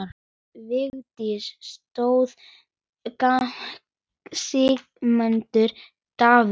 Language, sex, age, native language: Icelandic, male, 10, Icelandic